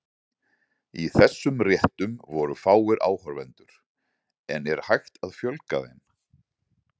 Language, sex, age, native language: Icelandic, male, 40-49, Icelandic